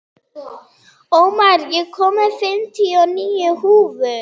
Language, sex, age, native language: Icelandic, female, 30-39, German